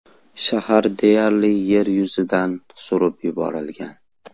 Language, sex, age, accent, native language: Uzbek, male, 18-24, Andijon, Uzbek